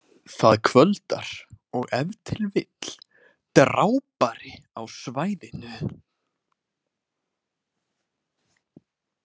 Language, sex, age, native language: Icelandic, other, 20-29, Icelandic